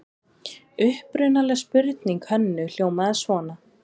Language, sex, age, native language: Icelandic, female, 20-29, Icelandic